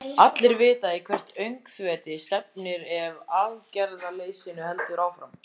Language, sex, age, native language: Icelandic, other, 14, Icelandic